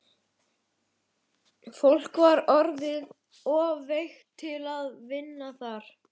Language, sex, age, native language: Icelandic, male, 11, Icelandic